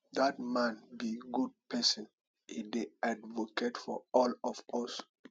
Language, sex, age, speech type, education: Nigerian Pidgin, male, 30-45, spontaneous, tertiary